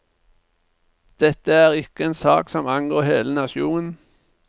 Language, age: Norwegian, 49